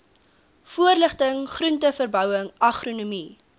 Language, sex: Afrikaans, female